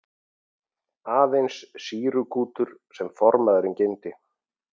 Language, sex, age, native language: Icelandic, male, 40-49, Icelandic